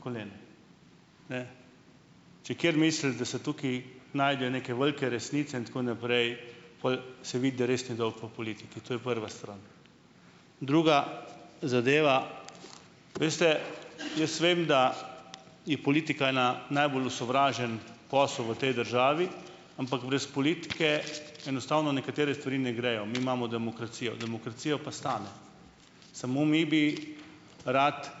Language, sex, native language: Slovenian, male, Slovenian